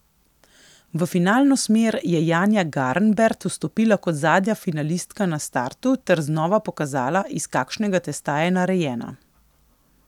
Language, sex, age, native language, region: Slovenian, female, 18-29, Slovenian, Coastal Karst region